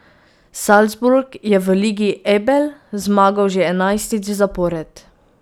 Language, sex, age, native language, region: Slovenian, female, 18-29, Slovenian, Pomurje region